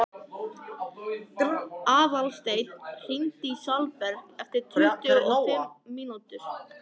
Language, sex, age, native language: Icelandic, male, 14, Icelandic